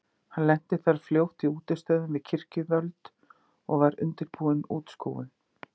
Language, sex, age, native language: Icelandic, female, 50-59, Icelandic